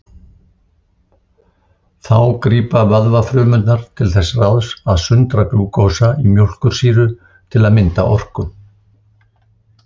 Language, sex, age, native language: Icelandic, male, 60-69, Icelandic